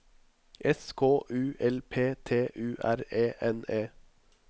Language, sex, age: Norwegian, male, 21